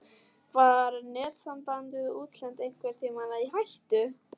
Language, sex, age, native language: Icelandic, female, 11, Icelandic